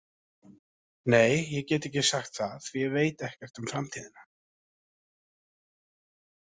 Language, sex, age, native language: Icelandic, male, 40-49, Icelandic